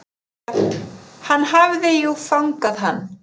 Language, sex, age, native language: Icelandic, male, 8, Icelandic